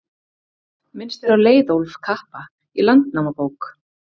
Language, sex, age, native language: Icelandic, female, 30-39, Icelandic